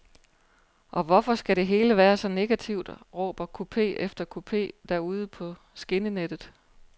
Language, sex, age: Danish, female, 43